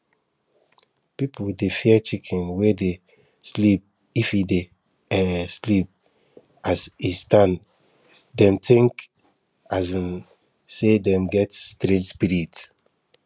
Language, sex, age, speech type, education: Nigerian Pidgin, male, 15-29, spontaneous, tertiary